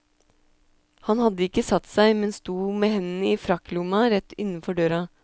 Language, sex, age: Norwegian, female, 26